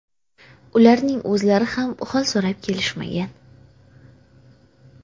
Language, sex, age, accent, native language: Uzbek, female, 18-24, Toshkent viloyati, Uzbek